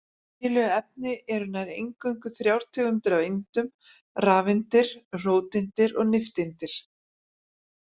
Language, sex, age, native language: Icelandic, female, 50-59, Icelandic